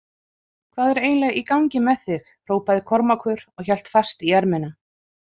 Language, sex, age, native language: Icelandic, female, 40-49, Icelandic